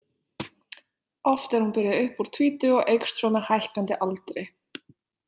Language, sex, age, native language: Icelandic, female, 20-29, Icelandic